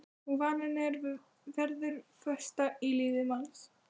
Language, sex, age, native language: Icelandic, female, 12, Icelandic